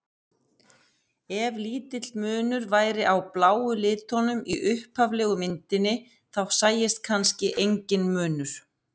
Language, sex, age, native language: Icelandic, female, 50-59, Icelandic